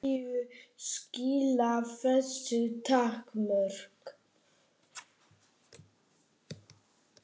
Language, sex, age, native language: Icelandic, female, 9, Icelandic